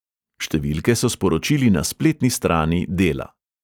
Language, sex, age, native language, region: Slovenian, male, 30-49, Slovenian, Central Slovenia